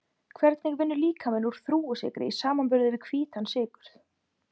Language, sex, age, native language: Icelandic, female, 20-29, Icelandic